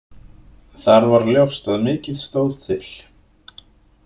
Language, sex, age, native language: Icelandic, male, 20-29, Icelandic